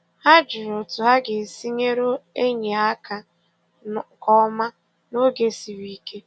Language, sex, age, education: Igbo, female, 15-29, secondary